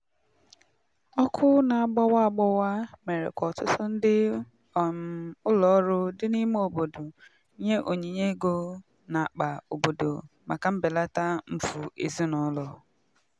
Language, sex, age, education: Igbo, female, 15-29, tertiary